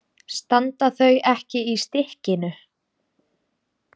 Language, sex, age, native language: Icelandic, female, 20-29, Icelandic